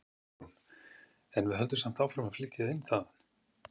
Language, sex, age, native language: Icelandic, male, 50-59, Icelandic